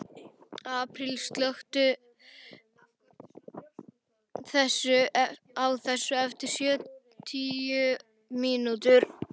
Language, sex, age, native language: Icelandic, male, 11, Icelandic